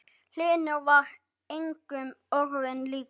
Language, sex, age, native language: Icelandic, male, 10, Icelandic